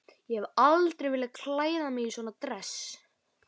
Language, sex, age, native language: Icelandic, male, 12, Icelandic